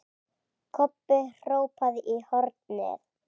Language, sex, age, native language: Icelandic, female, 8, Icelandic